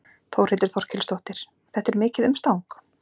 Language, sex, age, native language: Icelandic, female, 40-49, Icelandic